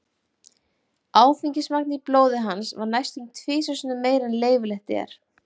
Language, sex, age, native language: Icelandic, female, 40-49, Icelandic